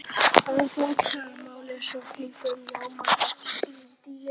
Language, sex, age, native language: Icelandic, female, 11, Icelandic